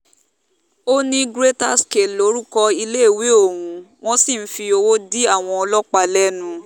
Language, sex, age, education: Yoruba, female, 15-29, tertiary